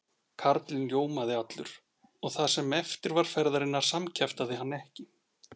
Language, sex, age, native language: Icelandic, male, 40-49, Icelandic